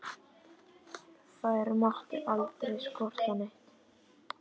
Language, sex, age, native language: Icelandic, male, 10, Icelandic